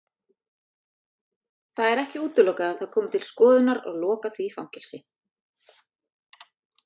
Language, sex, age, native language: Icelandic, female, 30-39, Icelandic